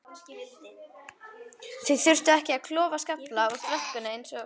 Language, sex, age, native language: Icelandic, female, 11, Icelandic